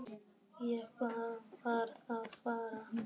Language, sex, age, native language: Icelandic, male, 10, Icelandic